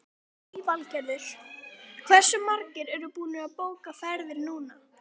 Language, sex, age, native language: Icelandic, female, 13, Icelandic